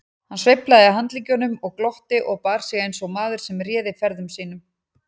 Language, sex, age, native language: Icelandic, female, 40-49, Icelandic